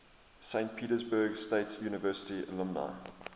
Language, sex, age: English, male, 23